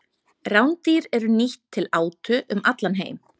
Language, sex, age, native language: Icelandic, female, 30-39, Icelandic